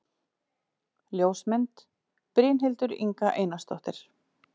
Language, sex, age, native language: Icelandic, female, 40-49, Icelandic